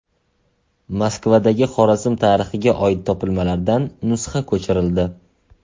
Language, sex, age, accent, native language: Uzbek, male, 18-24, Toshkent shahri, Uzbek